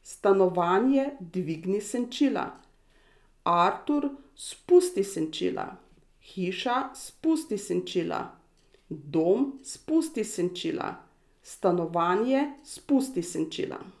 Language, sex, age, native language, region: Slovenian, female, 60+, Slovenian, Savinja region